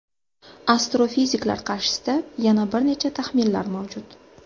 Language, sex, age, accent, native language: Uzbek, female, 25-34, Sirdaryo, Uzbek